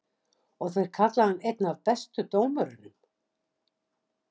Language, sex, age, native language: Icelandic, female, 60-69, Icelandic